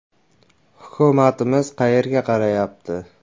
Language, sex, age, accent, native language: Uzbek, male, 18-24, Navoiy, Uzbek